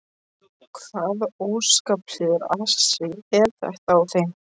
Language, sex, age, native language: Icelandic, male, 13, Icelandic